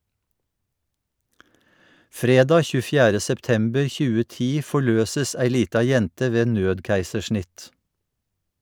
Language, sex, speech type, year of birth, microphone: Norwegian, male, read, 1952, Shure